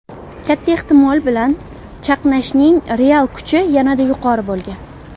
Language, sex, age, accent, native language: Uzbek, female, under 19, Farg'ona, Uzbek